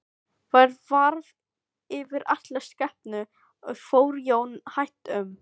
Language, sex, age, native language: Icelandic, female, 15, Filipino